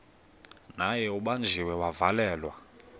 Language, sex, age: Xhosa, male, 21